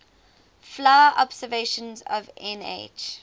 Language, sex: English, female